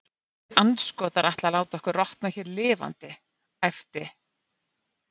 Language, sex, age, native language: Icelandic, female, 50-59, Icelandic